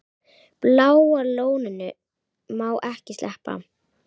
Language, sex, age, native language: Icelandic, female, 9, Icelandic